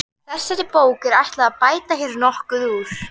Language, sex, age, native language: Icelandic, female, 11, Icelandic